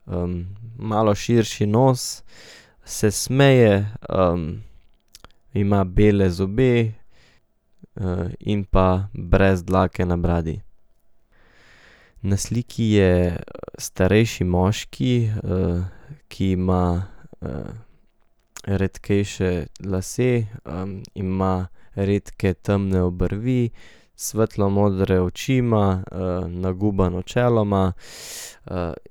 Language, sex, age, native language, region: Slovenian, male, 18-29, Slovenian, Central Slovenia